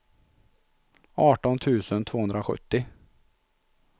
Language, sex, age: Swedish, male, 43